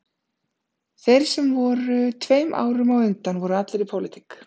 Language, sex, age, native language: Icelandic, female, 30-39, Icelandic